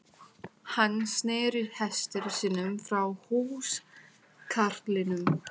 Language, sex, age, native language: Icelandic, female, 18-19, Thai